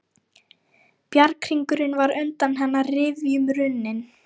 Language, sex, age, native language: Icelandic, female, 18-19, Lithuanian